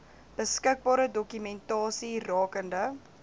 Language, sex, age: Afrikaans, female, 19